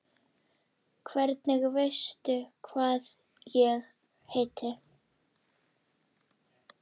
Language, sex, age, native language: Icelandic, female, 10, Icelandic